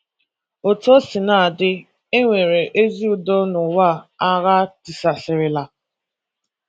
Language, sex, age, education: Igbo, female, 15-29, tertiary